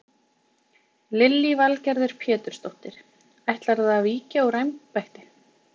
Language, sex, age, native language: Icelandic, female, 20-29, Icelandic